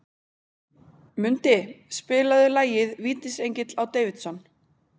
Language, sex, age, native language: Icelandic, female, 20-29, Icelandic